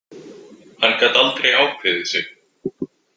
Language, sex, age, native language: Icelandic, male, 20-29, Icelandic